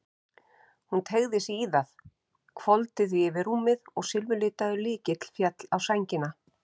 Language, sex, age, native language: Icelandic, female, 50-59, Icelandic